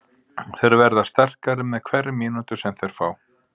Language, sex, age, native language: Icelandic, male, 50-59, Icelandic